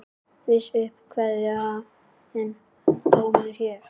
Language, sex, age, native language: Icelandic, male, 10, Icelandic